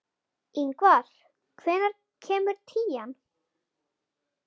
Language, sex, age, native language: Icelandic, female, 11, Icelandic